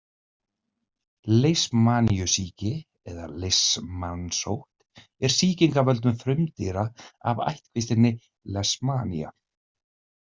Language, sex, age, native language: Icelandic, male, 30-39, Icelandic